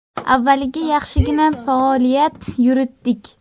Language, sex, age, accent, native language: Uzbek, female, under 19, Sirdaryo, Uzbek